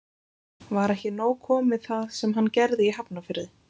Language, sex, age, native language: Icelandic, female, 20-29, Icelandic